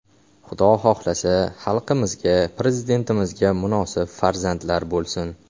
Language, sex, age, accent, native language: Uzbek, male, 18-24, Xorazm, Uzbek